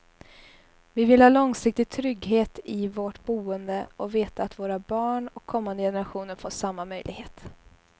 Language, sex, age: Swedish, female, 21